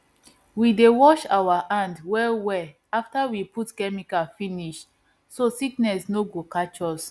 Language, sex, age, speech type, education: Nigerian Pidgin, female, 15-29, spontaneous, tertiary